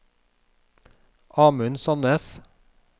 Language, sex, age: Norwegian, male, 36